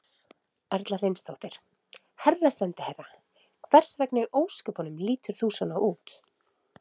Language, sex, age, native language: Icelandic, female, 30-39, Icelandic